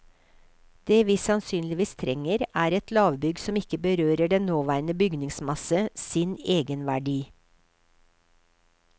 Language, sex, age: Norwegian, female, 53